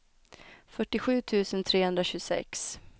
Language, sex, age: Swedish, female, 29